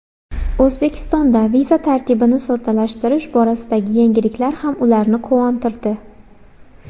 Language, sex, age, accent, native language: Uzbek, female, 18-24, Xorazm, Uzbek